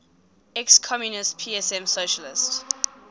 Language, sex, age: English, female, 20